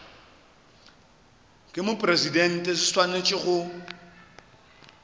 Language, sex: Northern Sotho, male